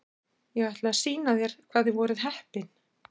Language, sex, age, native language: Icelandic, female, 60-69, Icelandic